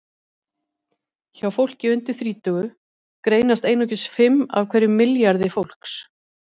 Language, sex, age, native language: Icelandic, female, 50-59, Icelandic